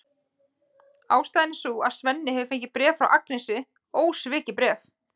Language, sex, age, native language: Icelandic, female, 20-29, Icelandic